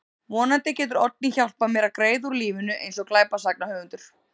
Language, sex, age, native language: Icelandic, female, 30-39, Icelandic